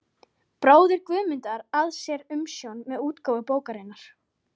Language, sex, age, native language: Icelandic, female, 12, Icelandic